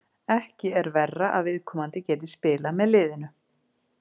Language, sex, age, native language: Icelandic, female, 40-49, Icelandic